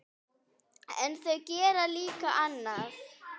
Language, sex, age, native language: Icelandic, female, 9, Icelandic